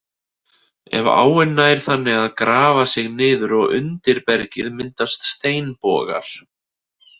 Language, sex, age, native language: Icelandic, male, 30-39, Icelandic